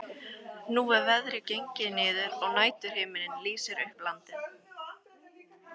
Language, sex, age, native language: Icelandic, female, 13, Icelandic